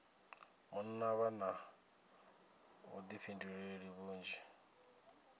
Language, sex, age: Venda, male, 27